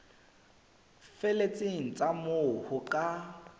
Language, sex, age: Southern Sotho, male, 25